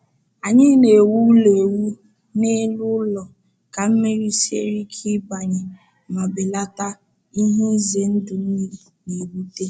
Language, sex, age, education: Igbo, female, 15-29, tertiary